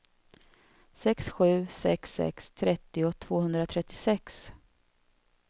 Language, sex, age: Swedish, female, 32